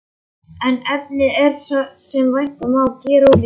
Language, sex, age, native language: Icelandic, male, 11, Icelandic